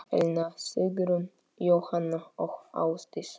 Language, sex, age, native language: Icelandic, male, 8, Polish